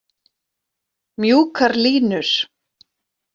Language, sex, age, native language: Icelandic, female, 40-49, Icelandic